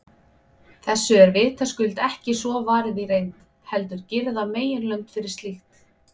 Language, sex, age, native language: Icelandic, female, 20-29, Icelandic